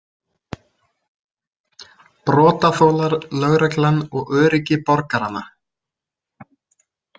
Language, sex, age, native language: Icelandic, male, 20-29, Icelandic